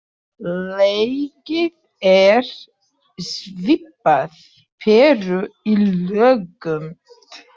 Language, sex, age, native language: Icelandic, female, 30-39, Portuguese